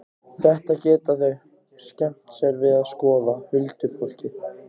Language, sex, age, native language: Icelandic, other, 15, Icelandic